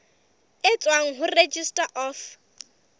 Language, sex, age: Southern Sotho, female, 25